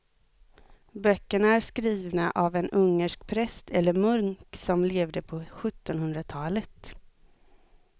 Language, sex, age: Swedish, female, 25